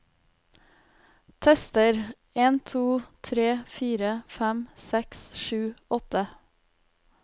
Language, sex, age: Norwegian, female, 32